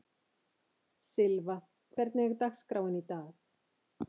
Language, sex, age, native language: Icelandic, female, 50-59, Icelandic